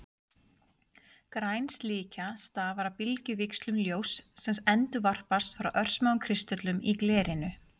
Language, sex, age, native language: Icelandic, female, 40-49, Icelandic